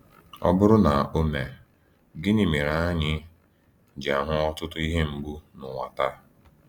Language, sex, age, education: Igbo, male, 15-29, tertiary